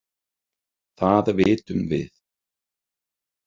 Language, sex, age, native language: Icelandic, male, 30-39, Icelandic